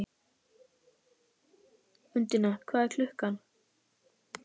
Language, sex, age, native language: Icelandic, female, 11, Icelandic